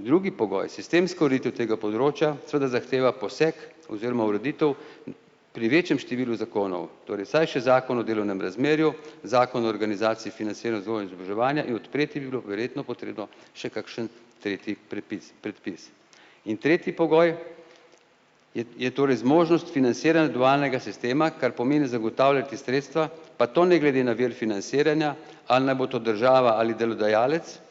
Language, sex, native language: Slovenian, male, Slovenian